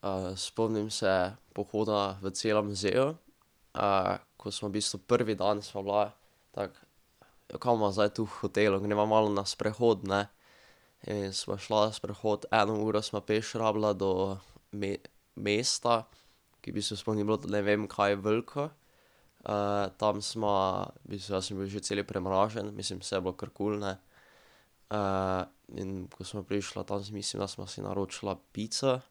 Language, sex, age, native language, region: Slovenian, male, 12-17, Slovenian, Drava region